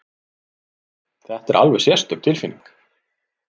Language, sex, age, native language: Icelandic, male, 40-49, Icelandic